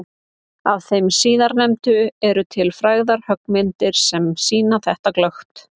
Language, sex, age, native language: Icelandic, female, 30-39, Icelandic